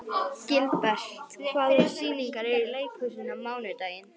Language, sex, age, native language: Icelandic, female, 11, Icelandic